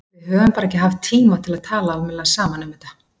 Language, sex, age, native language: Icelandic, female, 40-49, Icelandic